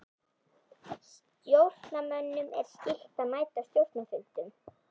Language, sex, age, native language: Icelandic, female, 11, Icelandic